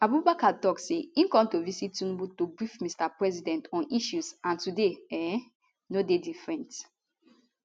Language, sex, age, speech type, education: Nigerian Pidgin, female, 15-29, spontaneous, tertiary